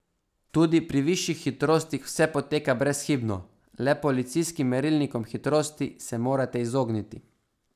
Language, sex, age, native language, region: Slovenian, male, 18-29, Slovenian, Savinja region